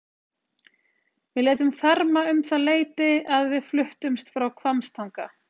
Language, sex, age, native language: Icelandic, female, 30-39, Icelandic